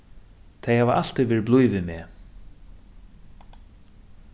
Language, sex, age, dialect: Faroese, male, 36-60, Suðurstreymoy